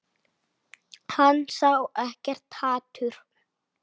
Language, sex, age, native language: Icelandic, male, 8, Icelandic